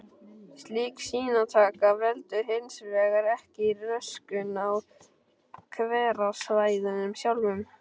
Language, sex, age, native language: Icelandic, male, 12, Icelandic